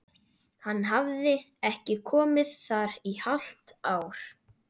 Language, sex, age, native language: Icelandic, male, 12, Icelandic